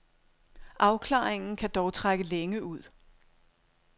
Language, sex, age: Danish, female, 42